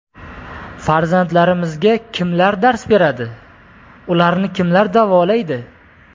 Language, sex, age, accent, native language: Uzbek, male, 18-24, Toshkent viloyati, Uzbek